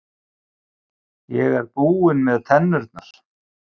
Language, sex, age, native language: Icelandic, male, 50-59, Icelandic